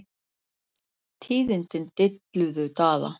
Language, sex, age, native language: Icelandic, female, 40-49, Icelandic